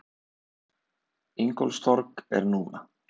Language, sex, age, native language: Icelandic, male, 20-29, Icelandic